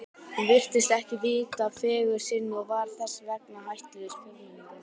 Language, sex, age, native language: Icelandic, male, 18-19, Icelandic